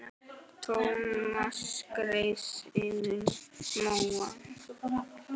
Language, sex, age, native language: Icelandic, male, 10, Icelandic